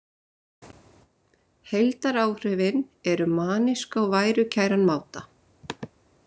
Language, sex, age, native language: Icelandic, female, 30-39, Icelandic